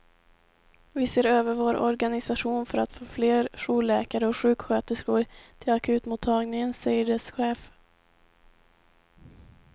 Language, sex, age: Swedish, female, 18